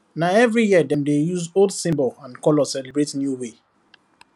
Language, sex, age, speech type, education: Nigerian Pidgin, male, 15-29, spontaneous, tertiary